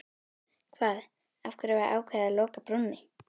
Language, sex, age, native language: Icelandic, other, 11, Icelandic